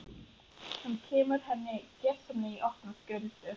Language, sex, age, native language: Icelandic, female, 11, Icelandic